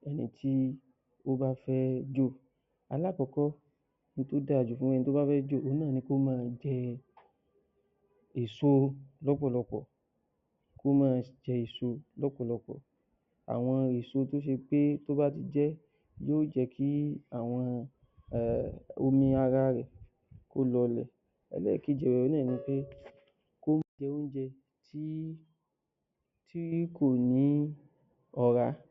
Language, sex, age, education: Yoruba, male, 30-45, tertiary